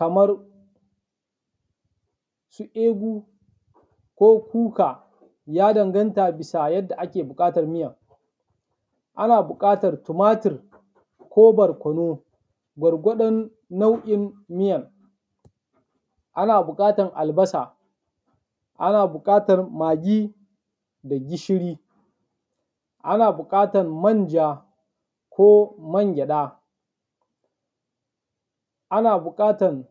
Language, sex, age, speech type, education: Hausa, male, 15-29, spontaneous, tertiary